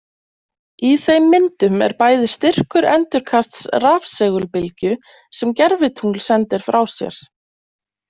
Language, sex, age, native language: Icelandic, female, 20-29, Icelandic